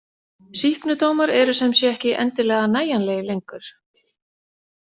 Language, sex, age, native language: Icelandic, female, 40-49, Icelandic